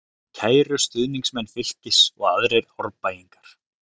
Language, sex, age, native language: Icelandic, male, 30-39, Icelandic